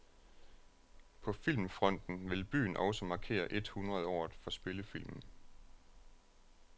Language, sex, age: Danish, male, 36